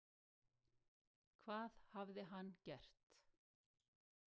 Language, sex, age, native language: Icelandic, female, 60-69, Icelandic